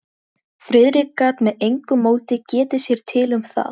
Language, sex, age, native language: Icelandic, female, 13, Icelandic